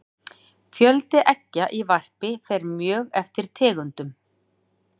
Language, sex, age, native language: Icelandic, female, 40-49, Icelandic